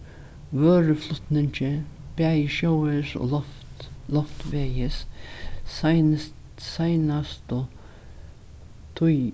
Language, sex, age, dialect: Faroese, female, 61+, Norðurstreymoy/Eysturoy